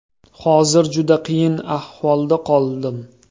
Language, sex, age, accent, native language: Uzbek, male, 25-34, Toshkent viloyati, Uzbek